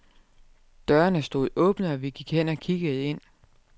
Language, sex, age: Danish, female, 32